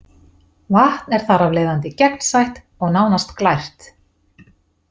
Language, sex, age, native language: Icelandic, female, 40-49, Icelandic